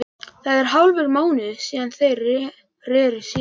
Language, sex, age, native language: Icelandic, male, 11, Icelandic